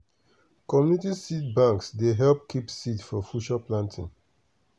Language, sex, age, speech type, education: Nigerian Pidgin, male, 30-45, spontaneous, tertiary